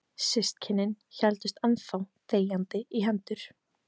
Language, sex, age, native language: Icelandic, female, 15, Icelandic